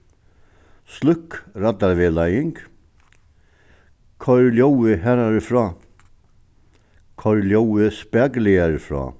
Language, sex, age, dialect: Faroese, male, 61+, Suðuroy